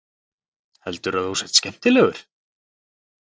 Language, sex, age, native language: Icelandic, male, 30-39, Icelandic